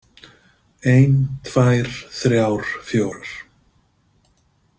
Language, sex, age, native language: Icelandic, male, 50-59, Icelandic